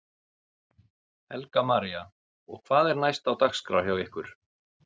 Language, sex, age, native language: Icelandic, male, 50-59, Icelandic